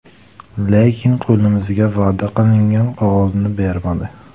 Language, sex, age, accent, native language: Uzbek, male, 18-24, Buxoro, Uzbek